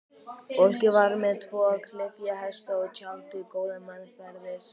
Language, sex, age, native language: Icelandic, male, 12, Icelandic